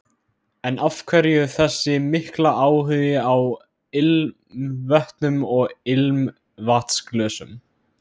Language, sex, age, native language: Icelandic, male, 16, Icelandic